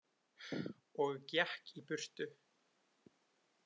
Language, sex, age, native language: Icelandic, male, 20-29, Icelandic